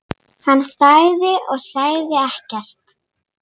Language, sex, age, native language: Icelandic, female, 6, Icelandic